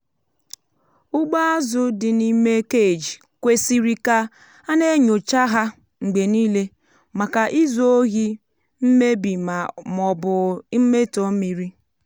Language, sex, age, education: Igbo, female, 15-29, tertiary